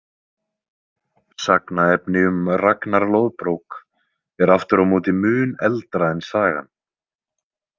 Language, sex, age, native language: Icelandic, male, 20-29, Icelandic